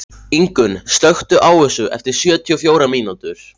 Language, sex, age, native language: Icelandic, male, 14, Icelandic